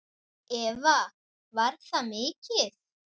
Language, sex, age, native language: Icelandic, male, 9, Icelandic